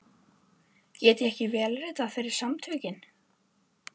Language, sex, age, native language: Icelandic, female, 12, Icelandic